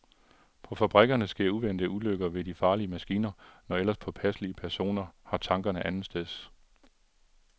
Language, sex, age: Danish, male, 42